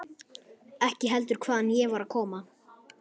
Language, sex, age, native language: Icelandic, male, 11, Icelandic